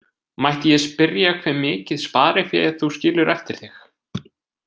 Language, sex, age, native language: Icelandic, male, 20-29, Icelandic